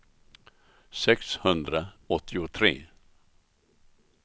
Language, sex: Swedish, male